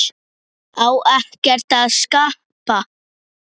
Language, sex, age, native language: Icelandic, male, 9, Icelandic